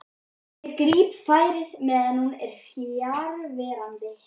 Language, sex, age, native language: Icelandic, female, 11, Icelandic